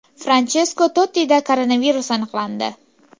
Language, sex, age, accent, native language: Uzbek, female, 18-24, Farg'ona, Uzbek